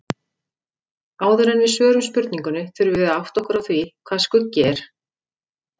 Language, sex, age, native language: Icelandic, female, 50-59, Icelandic